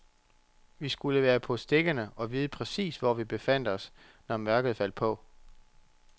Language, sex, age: Danish, male, 34